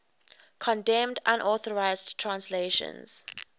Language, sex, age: English, female, 21